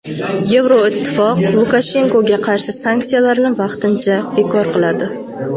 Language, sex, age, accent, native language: Uzbek, female, 18-24, Qoraqalpog'iston, Uzbek